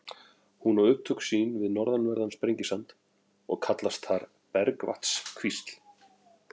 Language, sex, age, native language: Icelandic, male, 40-49, Icelandic